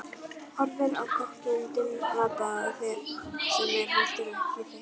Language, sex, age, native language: Icelandic, female, 11, Icelandic